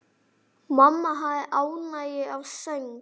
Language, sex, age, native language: Icelandic, male, 9, Icelandic